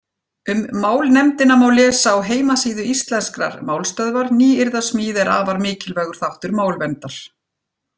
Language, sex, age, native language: Icelandic, female, 40-49, Icelandic